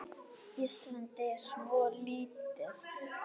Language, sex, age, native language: Icelandic, female, 9, Icelandic